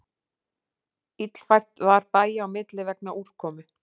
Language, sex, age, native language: Icelandic, female, 40-49, Icelandic